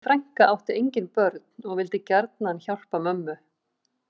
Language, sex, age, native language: Icelandic, female, 50-59, Icelandic